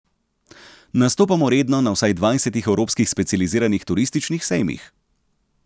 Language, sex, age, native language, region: Slovenian, male, 30-49, Slovenian, Central Slovenia